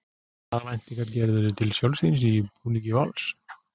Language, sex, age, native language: Icelandic, male, 40-49, Icelandic